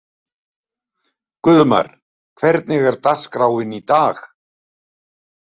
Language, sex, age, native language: Icelandic, male, 70-79, Icelandic